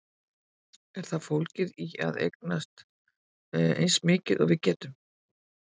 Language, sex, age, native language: Icelandic, female, 50-59, Icelandic